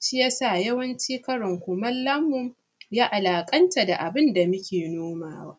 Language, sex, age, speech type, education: Hausa, female, 15-29, spontaneous, primary